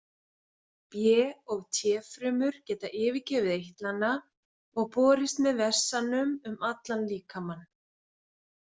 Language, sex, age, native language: Icelandic, female, 40-49, Icelandic